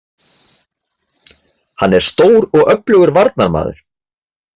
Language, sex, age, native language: Icelandic, male, 30-39, Icelandic